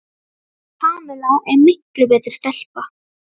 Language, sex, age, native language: Icelandic, female, 10, Icelandic